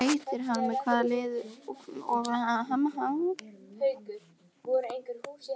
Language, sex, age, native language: Icelandic, female, 14, Icelandic